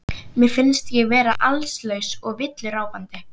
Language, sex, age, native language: Icelandic, female, 11, Icelandic